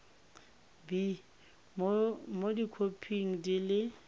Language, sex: Tswana, female